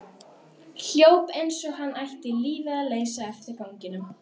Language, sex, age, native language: Icelandic, female, 12, Icelandic